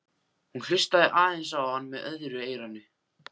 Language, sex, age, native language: Icelandic, male, 14, Icelandic